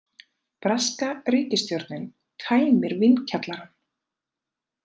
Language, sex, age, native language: Icelandic, female, 30-39, Icelandic